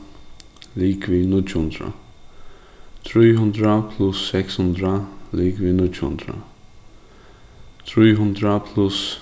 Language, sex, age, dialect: Faroese, male, 15-35, Suðurstreymoy